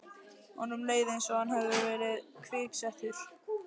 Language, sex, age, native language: Icelandic, male, 11, Icelandic